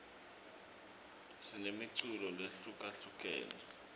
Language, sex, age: Swati, male, 25